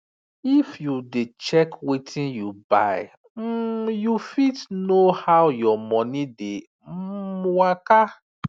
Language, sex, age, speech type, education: Nigerian Pidgin, male, 30-45, spontaneous, tertiary